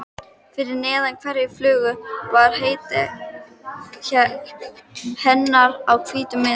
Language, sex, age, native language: Icelandic, female, 13, Icelandic